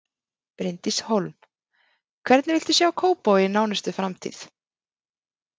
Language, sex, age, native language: Icelandic, female, 30-39, Icelandic